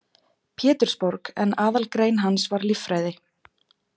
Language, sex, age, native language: Icelandic, female, 20-29, Icelandic